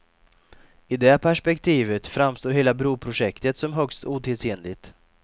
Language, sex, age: Swedish, male, 28